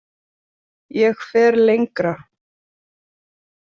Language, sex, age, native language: Icelandic, female, 30-39, Icelandic